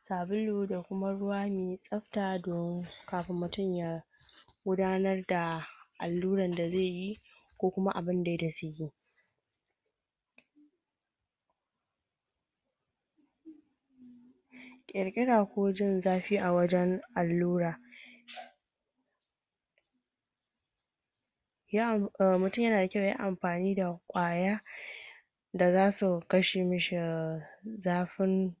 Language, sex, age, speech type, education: Hausa, female, 30-45, spontaneous, tertiary